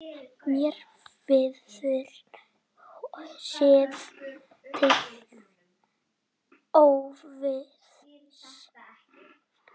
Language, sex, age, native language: Icelandic, male, 9, Icelandic